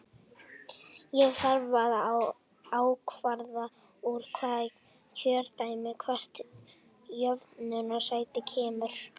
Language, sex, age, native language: Icelandic, female, 18-19, Icelandic